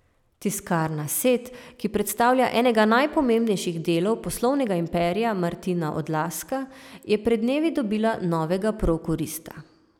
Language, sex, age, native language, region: Slovenian, female, 30-49, Slovenian, Savinja region